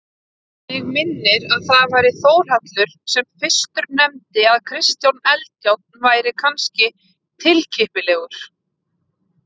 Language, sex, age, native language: Icelandic, female, 30-39, Icelandic